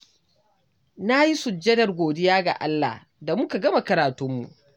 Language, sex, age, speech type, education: Hausa, male, 15-29, read, tertiary